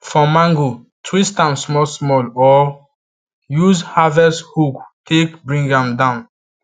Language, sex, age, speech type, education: Nigerian Pidgin, male, 15-29, spontaneous, tertiary